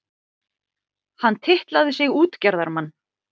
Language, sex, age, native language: Icelandic, female, 40-49, Icelandic